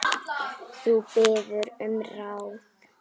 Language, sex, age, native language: Icelandic, female, 10, Icelandic